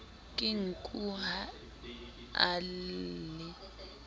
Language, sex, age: Southern Sotho, female, 19